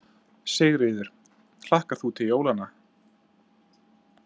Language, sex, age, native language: Icelandic, male, 30-39, Icelandic